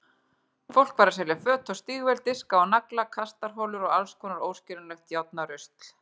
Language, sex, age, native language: Icelandic, female, 40-49, Icelandic